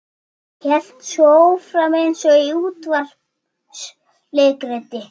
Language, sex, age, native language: Icelandic, male, 14, Icelandic